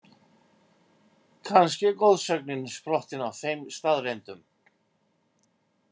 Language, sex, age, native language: Icelandic, male, 50-59, Icelandic